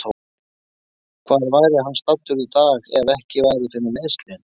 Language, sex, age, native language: Icelandic, male, 20-29, Icelandic